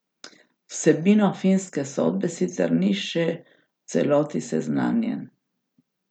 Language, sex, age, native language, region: Slovenian, female, 60+, Slovenian, Gorica region